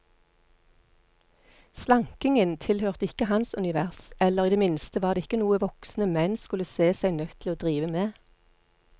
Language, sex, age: Norwegian, female, 48